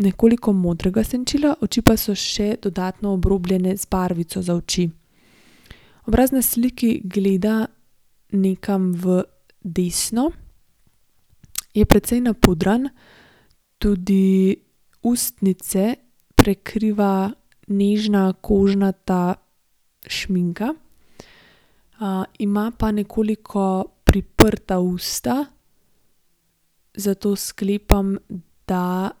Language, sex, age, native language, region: Slovenian, female, 18-29, Slovenian, Gorenjska region